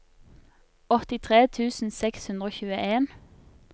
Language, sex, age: Norwegian, female, 24